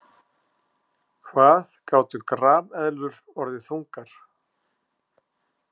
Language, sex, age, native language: Icelandic, male, 50-59, Icelandic